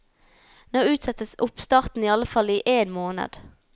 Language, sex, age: Norwegian, female, 19